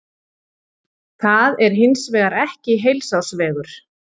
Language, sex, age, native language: Icelandic, male, 40-49, Icelandic